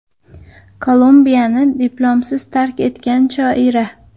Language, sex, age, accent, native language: Uzbek, female, 19-29, Farg'ona, Uzbek